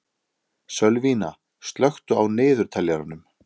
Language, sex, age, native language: Icelandic, male, 30-39, Icelandic